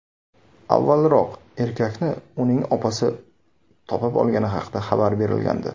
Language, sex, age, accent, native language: Uzbek, male, 19-29, Samarqand, Uzbek